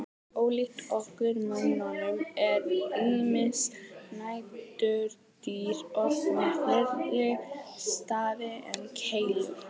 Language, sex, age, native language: Icelandic, female, 18-19, Icelandic